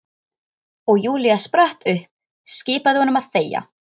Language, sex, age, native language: Icelandic, female, 13, Icelandic